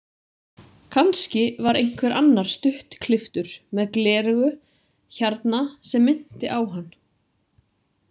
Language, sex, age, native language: Icelandic, female, 30-39, Icelandic